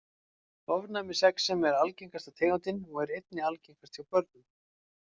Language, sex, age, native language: Icelandic, male, 40-49, Icelandic